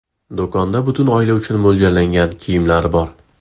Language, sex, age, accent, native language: Uzbek, male, 18-24, Farg'ona, Uzbek